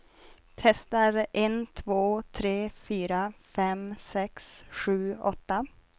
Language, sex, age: Swedish, female, 23